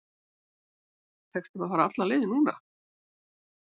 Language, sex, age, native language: Icelandic, female, 70-79, Icelandic